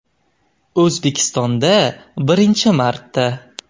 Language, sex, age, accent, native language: Uzbek, male, 19-29, Andijon, Uzbek